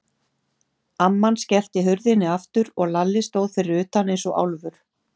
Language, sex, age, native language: Icelandic, female, 50-59, Icelandic